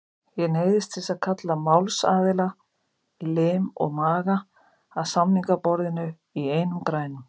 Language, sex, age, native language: Icelandic, female, 50-59, Icelandic